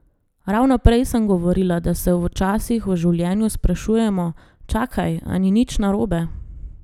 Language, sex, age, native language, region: Slovenian, female, 30-49, Slovenian, Gorenjska region